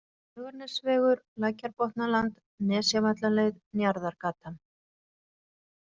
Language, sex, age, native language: Icelandic, female, 40-49, Icelandic